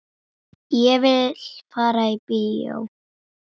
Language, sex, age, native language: Icelandic, female, 10, Icelandic